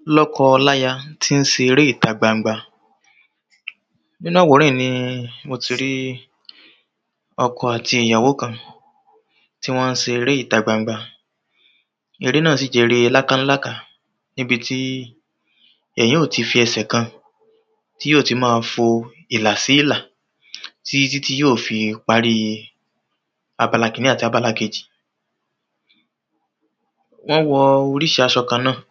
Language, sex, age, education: Yoruba, male, 30-45, tertiary